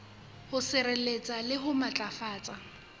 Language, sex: Southern Sotho, female